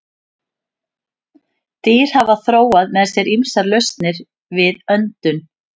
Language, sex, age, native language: Icelandic, female, 50-59, Icelandic